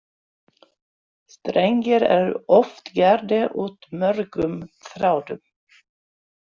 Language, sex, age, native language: Icelandic, female, 60-69, Swedish